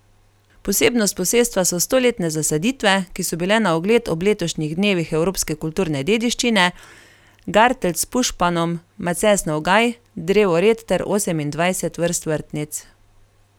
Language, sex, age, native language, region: Slovenian, female, 30-49, Slovenian, Carinthia region